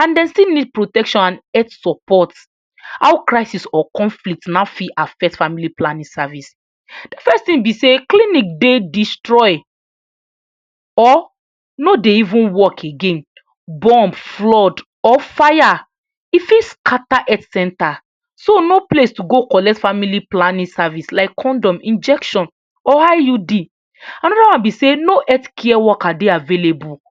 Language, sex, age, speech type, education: Nigerian Pidgin, female, 46-60, spontaneous, tertiary